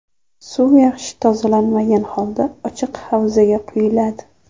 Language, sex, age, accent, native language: Uzbek, female, 18-24, Jizzax, Uzbek